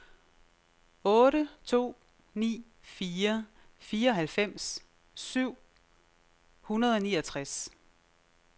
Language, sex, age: Danish, female, 36